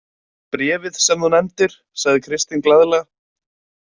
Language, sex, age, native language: Icelandic, male, 20-29, Icelandic